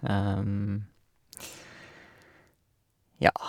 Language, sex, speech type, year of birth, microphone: Norwegian, male, spontaneous, 1986, Shure